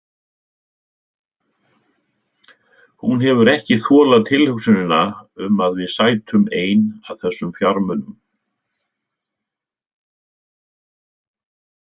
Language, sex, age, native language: Icelandic, male, 60-69, Icelandic